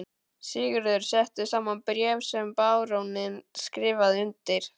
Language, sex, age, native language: Icelandic, male, 12, Icelandic